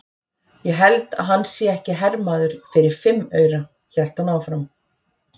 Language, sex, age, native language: Icelandic, female, 40-49, Icelandic